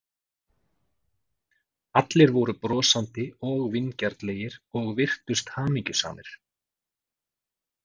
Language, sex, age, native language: Icelandic, male, 40-49, Icelandic